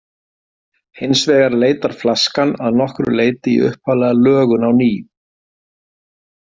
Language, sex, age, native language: Icelandic, male, 50-59, Icelandic